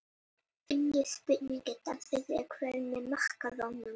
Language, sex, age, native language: Icelandic, female, 30-39, Icelandic